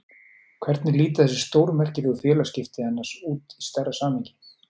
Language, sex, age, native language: Icelandic, male, 40-49, Icelandic